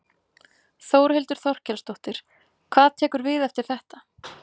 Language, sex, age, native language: Icelandic, female, 30-39, Icelandic